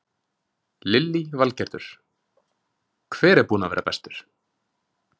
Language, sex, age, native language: Icelandic, male, 20-29, Icelandic